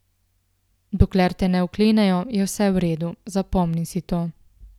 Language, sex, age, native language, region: Slovenian, female, 18-29, Slovenian, Central Slovenia